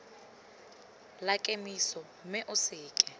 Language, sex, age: Tswana, female, 21